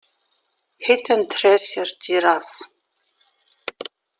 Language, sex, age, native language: Icelandic, female, 40-49, Icelandic